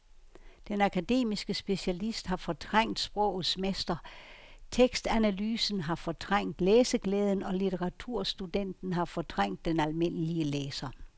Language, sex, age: Danish, female, 69